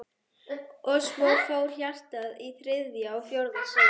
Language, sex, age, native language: Icelandic, female, 11, German